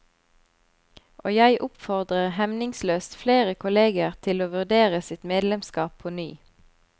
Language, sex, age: Norwegian, female, 25